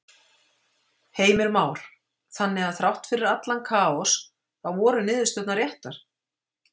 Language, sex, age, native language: Icelandic, female, 50-59, Icelandic